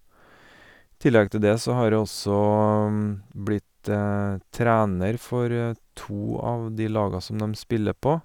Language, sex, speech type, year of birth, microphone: Norwegian, male, spontaneous, 1970, Sennheiser